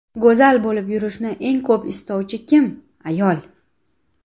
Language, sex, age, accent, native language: Uzbek, female, 19-29, Samarqand, Uzbek